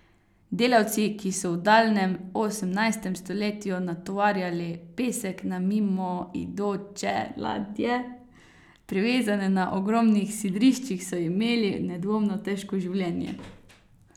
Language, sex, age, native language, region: Slovenian, female, 18-29, Slovenian, Carinthia region